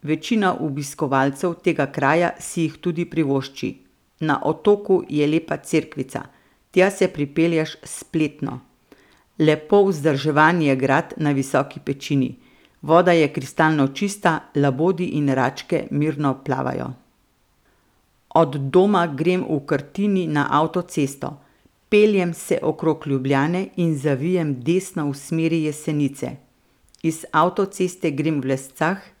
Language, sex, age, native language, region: Slovenian, female, 50-59, Slovenian, Central Slovenia